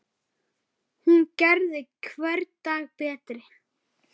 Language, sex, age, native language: Icelandic, male, 7, Icelandic